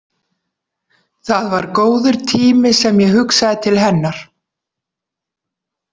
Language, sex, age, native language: Icelandic, female, 40-49, Icelandic